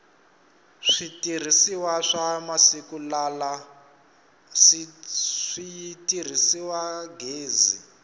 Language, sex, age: Tsonga, male, 25